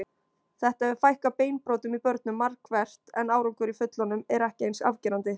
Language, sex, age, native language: Icelandic, female, 20-29, Icelandic